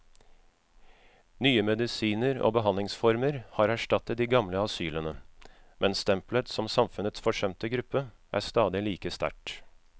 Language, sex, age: Norwegian, male, 36